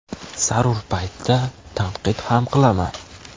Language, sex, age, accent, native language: Uzbek, male, 18-24, Farg'ona, Uzbek